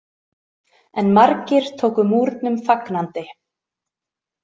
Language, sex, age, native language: Icelandic, female, 30-39, Icelandic